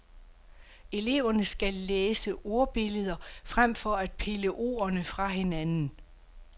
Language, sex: Danish, female